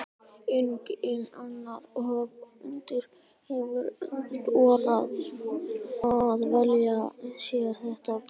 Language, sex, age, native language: Icelandic, male, 12, Icelandic